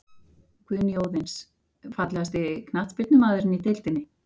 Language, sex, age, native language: Icelandic, female, 50-59, Icelandic